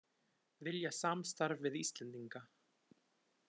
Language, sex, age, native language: Icelandic, male, 20-29, Icelandic